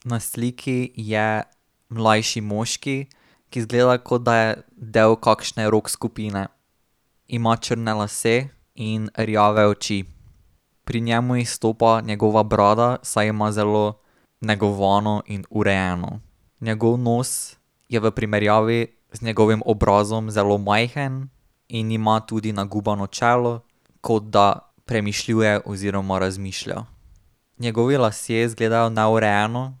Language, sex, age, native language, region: Slovenian, male, 18-29, Slovenian, Drava region